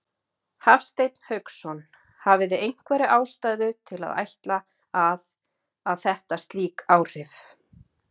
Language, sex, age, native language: Icelandic, female, 30-39, Icelandic